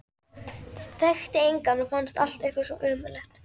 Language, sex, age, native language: Icelandic, female, 11, Icelandic